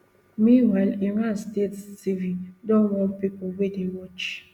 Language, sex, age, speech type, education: Nigerian Pidgin, female, 15-29, spontaneous, tertiary